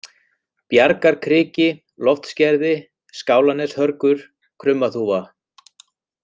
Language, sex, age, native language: Icelandic, male, 40-49, Icelandic